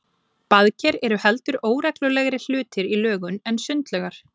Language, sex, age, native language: Icelandic, female, 20-29, Icelandic